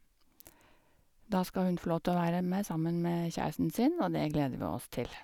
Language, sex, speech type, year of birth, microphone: Norwegian, female, spontaneous, 1952, Sennheiser